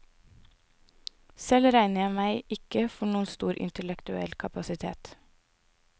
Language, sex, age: Norwegian, female, 24